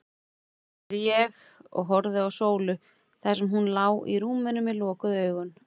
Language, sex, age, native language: Icelandic, female, 40-49, Icelandic